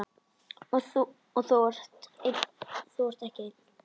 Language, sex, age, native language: Icelandic, male, 10, Icelandic